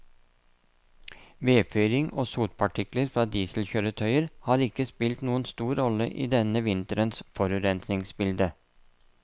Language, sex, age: Norwegian, male, 57